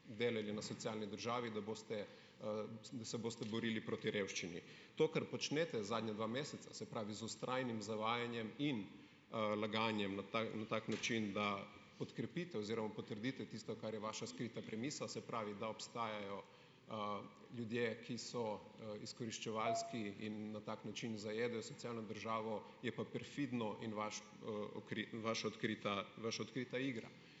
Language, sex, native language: Slovenian, male, Slovenian